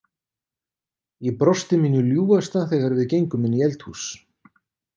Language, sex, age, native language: Icelandic, male, 50-59, Icelandic